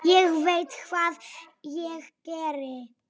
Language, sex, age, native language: Icelandic, female, 7, Polish